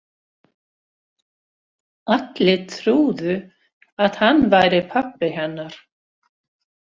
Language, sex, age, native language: Icelandic, female, 60-69, Swedish